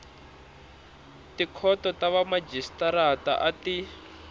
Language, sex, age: Tsonga, male, 26